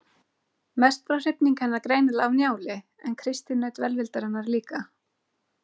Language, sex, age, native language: Icelandic, female, 30-39, Icelandic